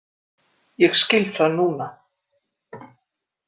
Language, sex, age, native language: Icelandic, female, 30-39, Icelandic